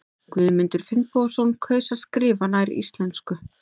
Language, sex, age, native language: Icelandic, female, 30-39, Icelandic